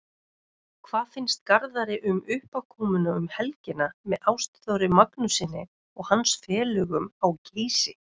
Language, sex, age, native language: Icelandic, female, 30-39, Icelandic